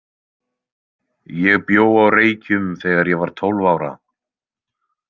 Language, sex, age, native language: Icelandic, male, 20-29, Icelandic